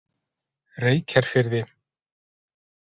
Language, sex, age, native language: Icelandic, male, 40-49, Icelandic